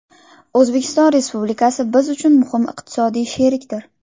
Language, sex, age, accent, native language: Uzbek, female, under 19, Navoiy, Uzbek